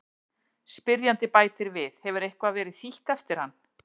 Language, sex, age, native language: Icelandic, female, 40-49, Icelandic